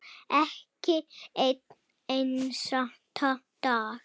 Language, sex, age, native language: Icelandic, female, 5, Icelandic